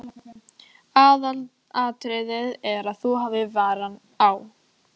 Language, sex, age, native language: Icelandic, female, 14, Icelandic